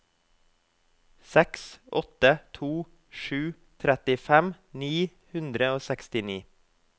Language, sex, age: Norwegian, male, 24